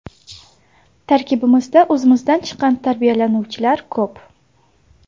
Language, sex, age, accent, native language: Uzbek, female, 19-29, Samarqand, Uzbek